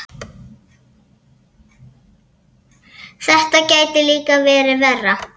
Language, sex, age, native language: Icelandic, female, 7, Icelandic